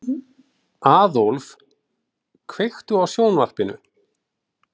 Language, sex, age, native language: Icelandic, male, 40-49, Icelandic